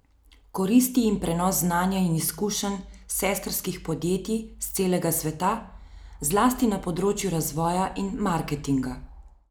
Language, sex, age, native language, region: Slovenian, female, 30-49, Slovenian, Central Slovenia